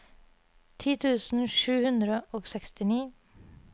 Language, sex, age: Norwegian, female, 30